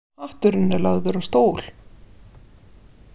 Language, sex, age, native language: Icelandic, female, 50-59, Icelandic